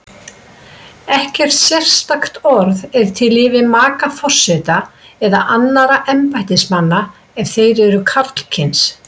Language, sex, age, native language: Icelandic, female, 60-69, Icelandic